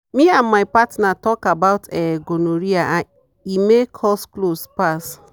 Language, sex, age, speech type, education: Nigerian Pidgin, female, 30-45, spontaneous, tertiary